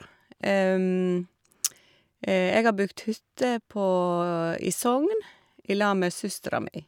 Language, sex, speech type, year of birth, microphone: Norwegian, female, spontaneous, 1956, Shure